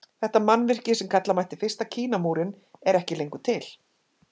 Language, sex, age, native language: Icelandic, female, 50-59, Icelandic